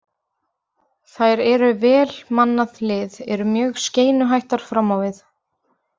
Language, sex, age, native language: Icelandic, female, 20-29, Icelandic